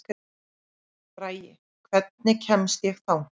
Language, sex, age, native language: Icelandic, female, 30-39, Icelandic